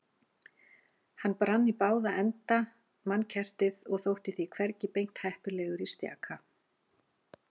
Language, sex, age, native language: Icelandic, female, 40-49, Icelandic